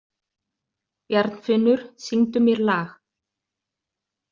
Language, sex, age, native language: Icelandic, other, 30-39, Icelandic